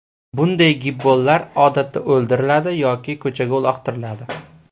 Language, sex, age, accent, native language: Uzbek, male, 18-24, Farg'ona, Uzbek